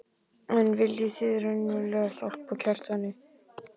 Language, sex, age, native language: Icelandic, male, 12, Icelandic